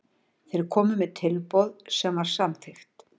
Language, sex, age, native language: Icelandic, female, 60-69, Icelandic